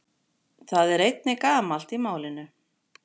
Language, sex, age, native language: Icelandic, female, 40-49, Icelandic